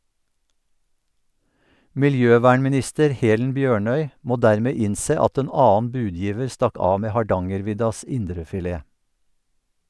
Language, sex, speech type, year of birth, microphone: Norwegian, male, read, 1952, Sennheiser